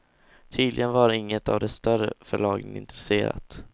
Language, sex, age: Swedish, male, 16